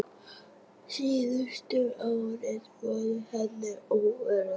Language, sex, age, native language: Icelandic, female, 9, Icelandic